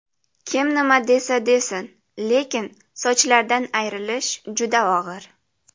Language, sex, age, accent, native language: Uzbek, female, under 19, Jizzax, Uzbek